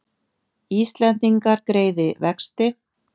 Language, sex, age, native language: Icelandic, female, 50-59, Icelandic